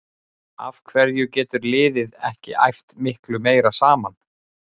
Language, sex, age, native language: Icelandic, male, 40-49, Icelandic